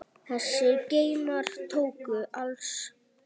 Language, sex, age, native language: Icelandic, male, 10, Icelandic